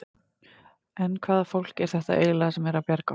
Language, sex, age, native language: Icelandic, female, 30-39, Icelandic